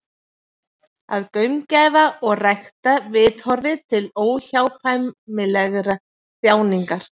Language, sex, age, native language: Icelandic, female, 40-49, Icelandic